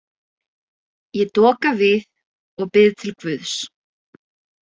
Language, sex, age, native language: Icelandic, female, 20-29, Icelandic